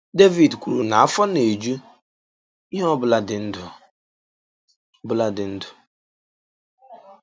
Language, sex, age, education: Igbo, male, 15-29, tertiary